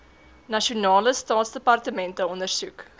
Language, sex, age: Afrikaans, female, 18